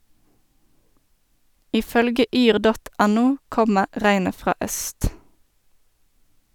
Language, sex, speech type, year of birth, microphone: Norwegian, female, read, 1991, Sennheiser